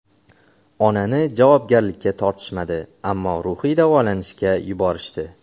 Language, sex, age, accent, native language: Uzbek, male, 18-24, Xorazm, Uzbek